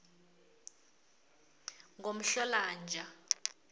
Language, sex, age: South Ndebele, female, 25